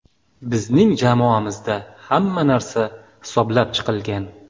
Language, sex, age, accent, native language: Uzbek, male, 35+, Samarqand, Uzbek